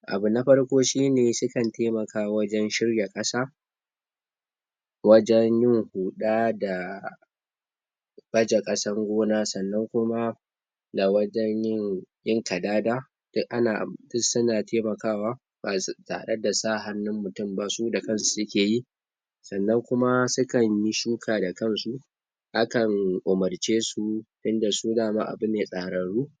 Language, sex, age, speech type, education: Hausa, male, 46-60, spontaneous, tertiary